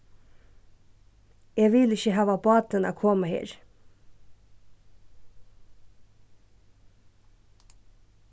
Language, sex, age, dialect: Faroese, female, 15-35, Suðurstreymoy